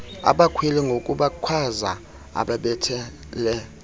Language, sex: Xhosa, male